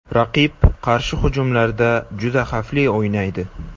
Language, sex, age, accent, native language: Uzbek, male, 18-24, Jizzax, Uzbek